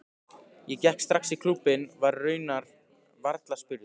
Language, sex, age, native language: Icelandic, male, 15, Icelandic